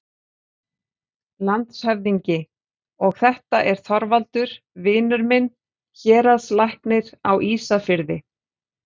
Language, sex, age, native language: Icelandic, female, 40-49, Icelandic